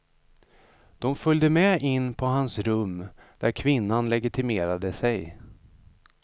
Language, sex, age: Swedish, male, 35